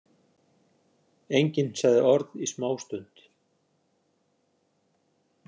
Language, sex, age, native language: Icelandic, male, 60-69, Icelandic